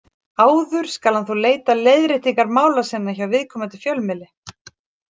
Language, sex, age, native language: Icelandic, female, 40-49, Icelandic